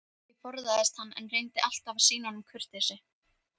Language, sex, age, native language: Icelandic, female, 13, Icelandic